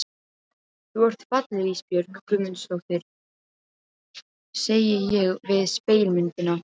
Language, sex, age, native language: Icelandic, female, 12, Serbo-Croatian